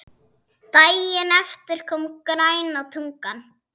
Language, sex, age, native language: Icelandic, female, 6, Icelandic